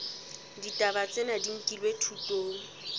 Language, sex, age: Southern Sotho, female, 19